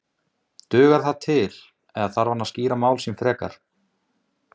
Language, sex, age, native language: Icelandic, male, 20-29, Icelandic